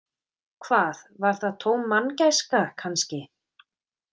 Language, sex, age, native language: Icelandic, female, 30-39, Icelandic